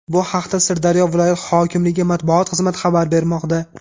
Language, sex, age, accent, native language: Uzbek, male, 18-24, Farg'ona, Uzbek